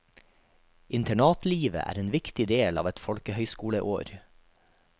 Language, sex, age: Norwegian, male, 43